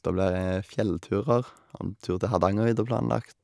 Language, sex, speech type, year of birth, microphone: Norwegian, male, spontaneous, 1990, Shure